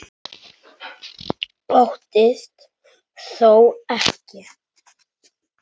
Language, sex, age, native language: Icelandic, male, 9, Icelandic